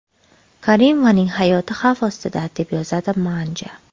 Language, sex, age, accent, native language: Uzbek, female, 25-34, Qashqadaryo, Uzbek